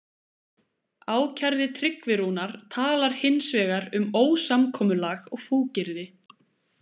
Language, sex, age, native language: Icelandic, female, 20-29, Icelandic